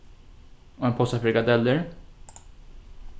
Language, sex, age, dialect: Faroese, male, 15-35, Norðurstreymoy/Eysturoy